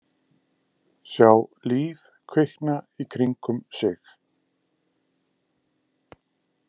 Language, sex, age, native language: Icelandic, male, 50-59, Icelandic